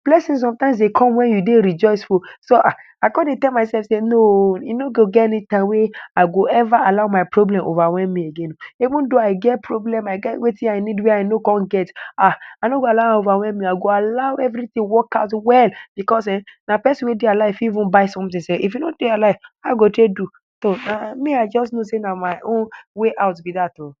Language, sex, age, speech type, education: Nigerian Pidgin, male, 15-29, spontaneous, tertiary